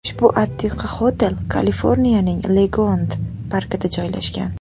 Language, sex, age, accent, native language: Uzbek, female, 18-24, Namangan, Uzbek